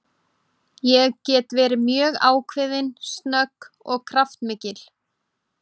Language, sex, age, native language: Icelandic, female, 30-39, Icelandic